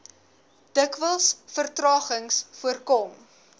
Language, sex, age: Afrikaans, female, 19